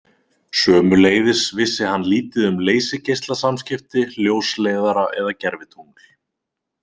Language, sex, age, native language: Icelandic, male, 20-29, Icelandic